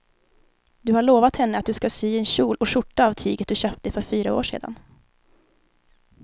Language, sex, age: Swedish, female, 19